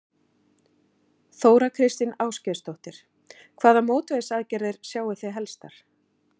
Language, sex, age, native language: Icelandic, female, 40-49, Icelandic